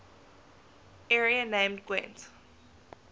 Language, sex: English, female